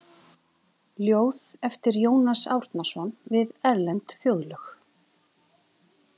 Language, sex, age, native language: Icelandic, female, 30-39, Icelandic